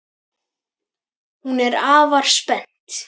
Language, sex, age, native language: Icelandic, female, 10, Icelandic